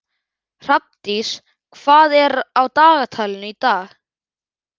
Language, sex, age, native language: Icelandic, male, 11, Icelandic